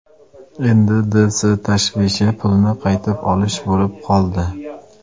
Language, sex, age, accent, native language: Uzbek, male, 19-29, Jizzax, Uzbek